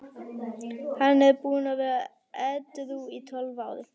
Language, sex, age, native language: Icelandic, female, 11, Icelandic